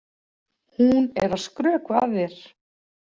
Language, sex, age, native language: Icelandic, female, 40-49, Icelandic